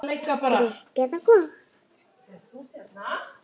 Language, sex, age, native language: Icelandic, female, 6, Icelandic